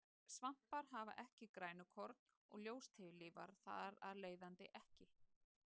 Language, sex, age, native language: Icelandic, female, 30-39, Icelandic